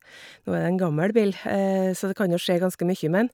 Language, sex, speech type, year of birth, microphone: Norwegian, female, spontaneous, 1973, Shure